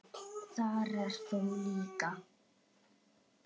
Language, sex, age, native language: Icelandic, male, 8, Icelandic